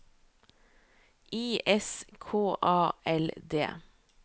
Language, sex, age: Norwegian, female, 38